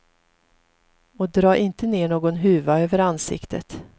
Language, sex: Swedish, female